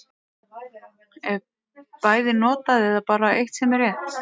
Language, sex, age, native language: Icelandic, female, 40-49, Icelandic